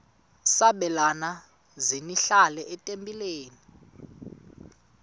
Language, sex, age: Xhosa, male, 35